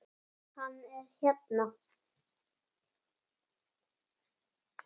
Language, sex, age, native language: Icelandic, female, 8, Icelandic